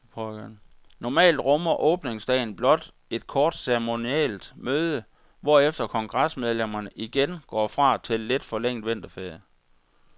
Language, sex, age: Danish, male, 46